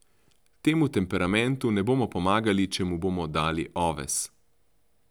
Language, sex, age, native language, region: Slovenian, male, 30-49, Slovenian, Central Slovenia